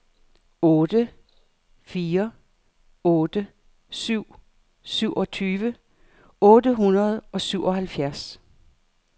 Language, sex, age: Danish, female, 58